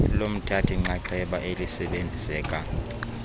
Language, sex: Xhosa, male